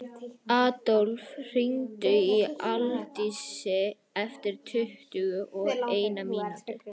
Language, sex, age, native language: Icelandic, female, 12, Icelandic